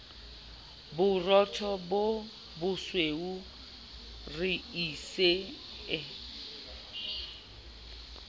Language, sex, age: Southern Sotho, female, 29